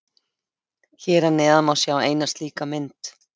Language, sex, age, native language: Icelandic, female, 50-59, Icelandic